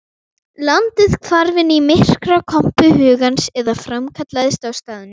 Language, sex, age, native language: Icelandic, female, 12, Icelandic